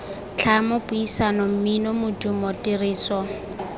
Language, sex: Tswana, female